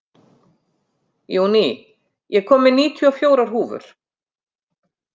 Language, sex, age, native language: Icelandic, female, 50-59, Icelandic